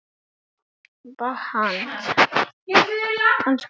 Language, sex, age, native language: Icelandic, male, 7, Icelandic